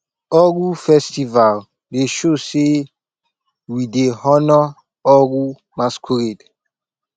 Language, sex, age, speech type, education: Nigerian Pidgin, male, 15-29, spontaneous, tertiary